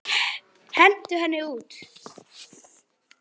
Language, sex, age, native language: Icelandic, male, 9, Icelandic